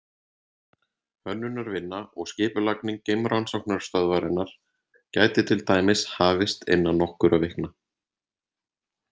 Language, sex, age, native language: Icelandic, male, 30-39, Icelandic